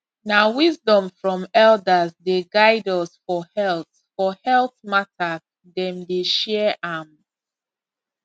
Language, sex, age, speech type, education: Nigerian Pidgin, female, 15-29, spontaneous, tertiary